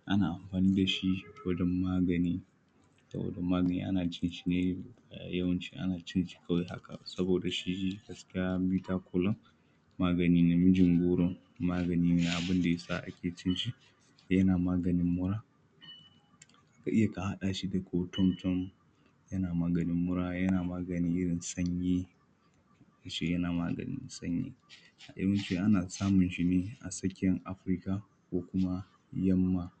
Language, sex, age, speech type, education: Hausa, male, 15-29, spontaneous, primary